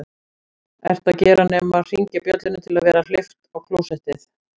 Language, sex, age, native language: Icelandic, female, 40-49, Icelandic